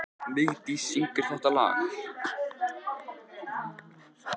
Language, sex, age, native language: Icelandic, male, 14, Icelandic